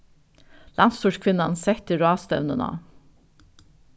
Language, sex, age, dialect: Faroese, female, 36-60, Norðuroyggjar